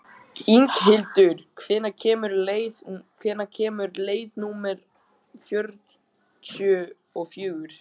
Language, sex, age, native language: Icelandic, male, 14, Icelandic